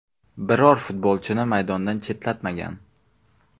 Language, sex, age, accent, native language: Uzbek, male, 18-24, Xorazm, Uzbek